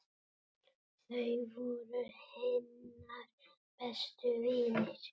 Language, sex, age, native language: Icelandic, male, 8, Icelandic